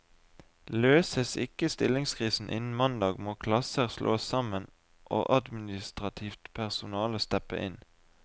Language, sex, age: Norwegian, male, 20